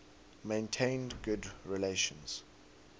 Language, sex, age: English, male, 19